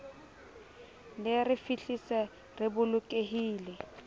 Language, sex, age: Southern Sotho, female, 22